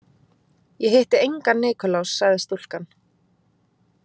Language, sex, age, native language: Icelandic, female, 20-29, Icelandic